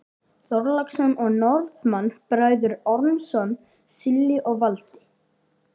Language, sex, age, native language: Icelandic, male, 12, Icelandic